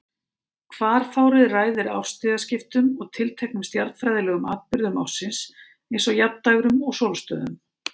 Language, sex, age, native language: Icelandic, female, 50-59, Icelandic